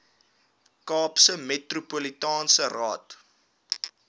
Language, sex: Afrikaans, male